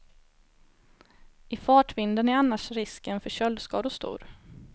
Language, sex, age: Swedish, female, 18